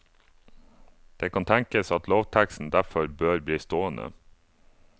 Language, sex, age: Norwegian, male, 28